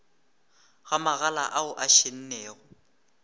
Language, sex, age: Northern Sotho, male, 18